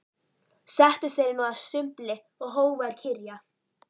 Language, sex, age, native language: Icelandic, female, 11, Icelandic